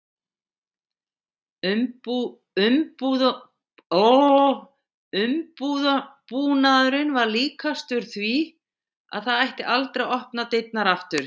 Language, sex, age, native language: Icelandic, female, 60-69, Icelandic